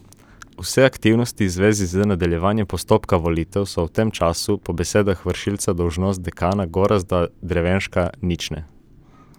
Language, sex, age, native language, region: Slovenian, male, 18-29, Slovenian, Coastal Karst region